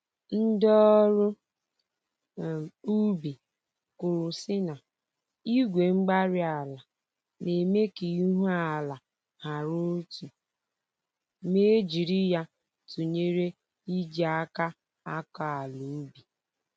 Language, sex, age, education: Igbo, female, 15-29, tertiary